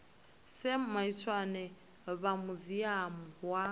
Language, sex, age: Venda, female, 20